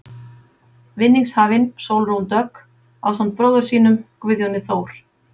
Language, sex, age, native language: Icelandic, female, 50-59, Icelandic